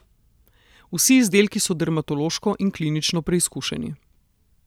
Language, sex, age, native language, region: Slovenian, female, 30-49, Slovenian, Southeast Slovenia